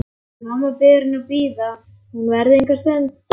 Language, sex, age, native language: Icelandic, male, 11, Icelandic